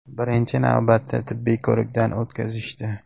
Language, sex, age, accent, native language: Uzbek, male, 19-29, Namangan, Uzbek